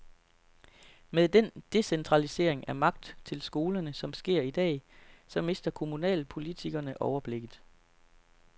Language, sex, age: Danish, male, 33